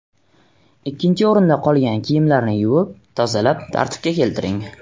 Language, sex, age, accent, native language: Uzbek, male, 18-24, Surxondaryo, Uzbek